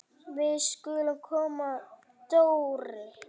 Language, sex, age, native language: Icelandic, male, 8, Icelandic